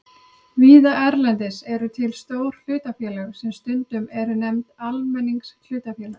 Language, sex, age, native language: Icelandic, female, 30-39, Icelandic